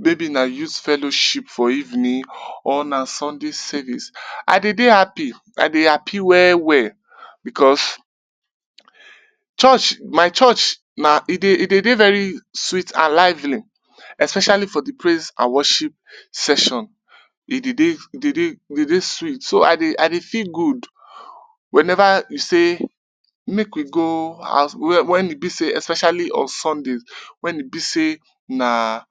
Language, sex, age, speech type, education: Nigerian Pidgin, male, 15-29, spontaneous, tertiary